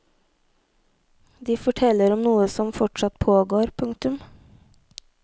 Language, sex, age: Norwegian, female, 18